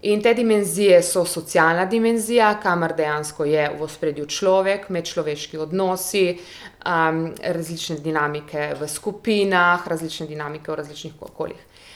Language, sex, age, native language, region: Slovenian, female, 30-49, Slovenian, Primorsko-notranjska region